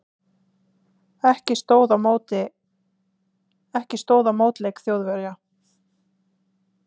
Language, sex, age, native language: Icelandic, female, 20-29, Icelandic